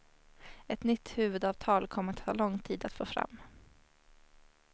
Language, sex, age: Swedish, female, 21